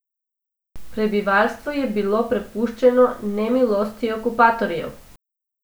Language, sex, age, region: Slovenian, female, 18-29, Abroad